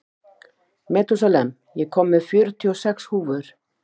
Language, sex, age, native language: Icelandic, female, 50-59, Icelandic